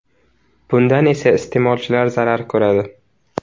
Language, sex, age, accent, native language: Uzbek, male, under 19, Navoiy, Uzbek